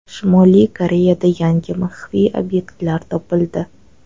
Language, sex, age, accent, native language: Uzbek, female, 18-24, Toshkent shahri, Uzbek